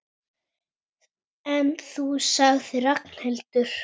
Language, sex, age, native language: Icelandic, female, 18-19, Icelandic